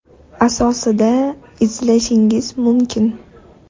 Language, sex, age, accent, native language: Uzbek, female, 19-29, Toshkent shahri, Uzbek